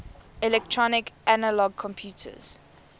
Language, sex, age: English, female, 24